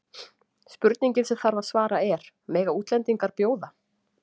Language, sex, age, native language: Icelandic, female, 40-49, Icelandic